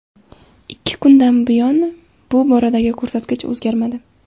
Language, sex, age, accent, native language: Uzbek, female, 18-24, Samarqand, Uzbek